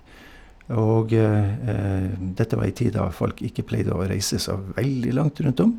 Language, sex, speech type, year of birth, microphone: Norwegian, male, spontaneous, 1952, Shure